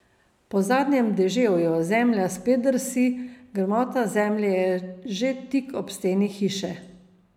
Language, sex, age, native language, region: Slovenian, female, 50-59, Slovenian, Savinja region